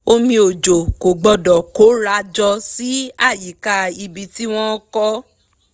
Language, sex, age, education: Yoruba, female, 15-29, tertiary